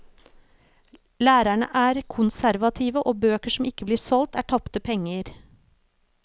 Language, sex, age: Norwegian, female, 36